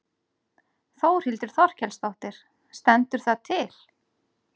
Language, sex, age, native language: Icelandic, female, 40-49, Icelandic